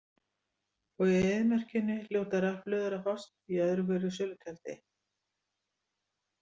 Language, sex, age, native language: Icelandic, female, 60-69, Icelandic